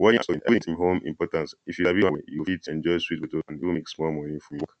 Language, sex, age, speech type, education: Nigerian Pidgin, male, 15-29, spontaneous, primary